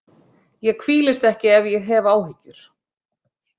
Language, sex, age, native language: Icelandic, female, 50-59, Icelandic